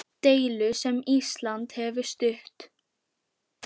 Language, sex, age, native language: Icelandic, female, 10, Icelandic